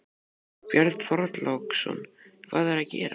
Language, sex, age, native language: Icelandic, male, 12, Icelandic